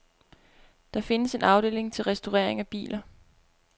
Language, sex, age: Danish, female, 25